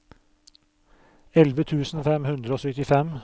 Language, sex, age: Norwegian, male, 44